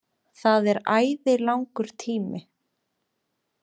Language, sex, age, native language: Icelandic, female, 20-29, Icelandic